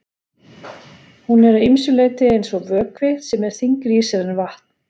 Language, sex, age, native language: Icelandic, female, 40-49, Icelandic